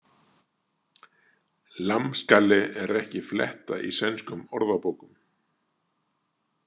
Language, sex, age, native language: Icelandic, male, 60-69, Icelandic